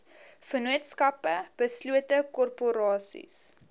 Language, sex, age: Afrikaans, female, 20